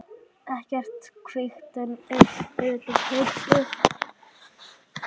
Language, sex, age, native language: Icelandic, male, 8, Icelandic